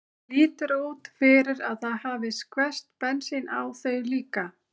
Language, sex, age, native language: Icelandic, female, 30-39, Icelandic